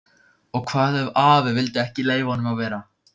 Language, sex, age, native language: Icelandic, male, 15, Icelandic